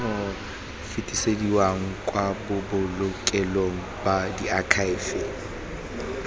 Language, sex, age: Tswana, male, 21